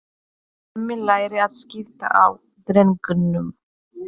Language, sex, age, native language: Icelandic, female, 30-39, Polish